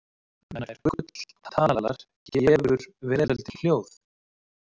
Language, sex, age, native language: Icelandic, male, 30-39, Icelandic